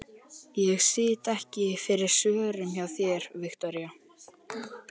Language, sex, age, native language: Icelandic, male, 13, Icelandic